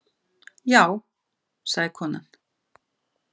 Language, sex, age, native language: Icelandic, female, 50-59, Icelandic